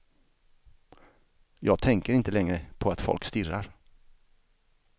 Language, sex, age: Swedish, male, 49